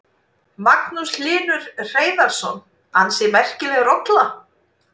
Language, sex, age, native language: Icelandic, female, 40-49, Icelandic